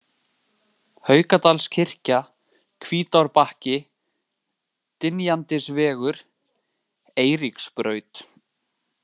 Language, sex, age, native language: Icelandic, male, 18-19, Icelandic